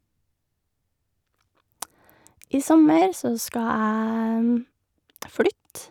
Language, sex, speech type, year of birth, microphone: Norwegian, female, spontaneous, 1988, Shure